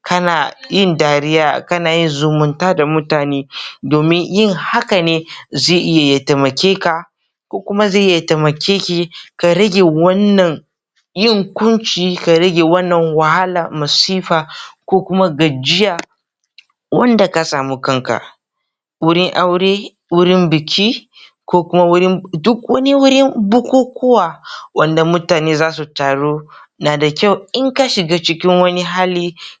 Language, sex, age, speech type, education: Hausa, male, 15-29, spontaneous, tertiary